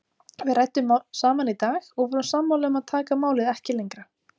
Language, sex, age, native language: Icelandic, female, 30-39, Icelandic